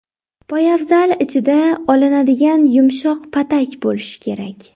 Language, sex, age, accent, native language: Uzbek, female, 18-24, Samarqand, Uzbek